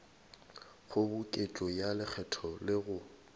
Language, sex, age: Northern Sotho, male, 22